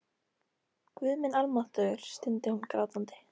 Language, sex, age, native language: Icelandic, female, 13, Icelandic